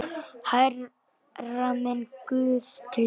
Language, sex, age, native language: Icelandic, male, 10, Icelandic